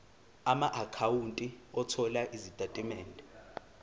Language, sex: Zulu, male